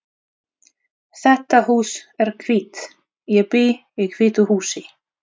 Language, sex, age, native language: Icelandic, female, 30-39, Russian